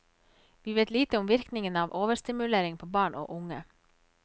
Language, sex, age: Norwegian, female, 34